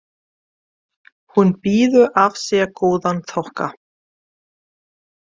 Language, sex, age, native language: Icelandic, female, 40-49, German